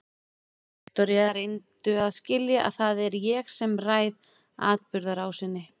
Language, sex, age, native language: Icelandic, female, 40-49, Icelandic